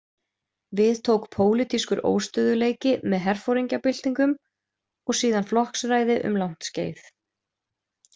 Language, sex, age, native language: Icelandic, female, 20-29, Icelandic